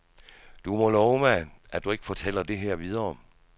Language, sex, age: Danish, male, 66